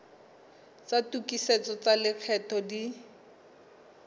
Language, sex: Southern Sotho, female